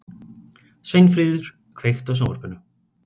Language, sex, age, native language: Icelandic, male, 30-39, Icelandic